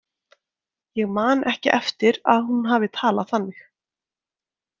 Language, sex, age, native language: Icelandic, female, 20-29, Icelandic